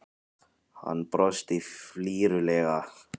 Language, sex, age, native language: Icelandic, male, 18-19, Icelandic